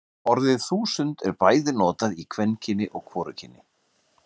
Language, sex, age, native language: Icelandic, male, 50-59, Icelandic